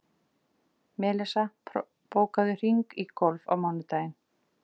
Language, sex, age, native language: Icelandic, female, 40-49, Icelandic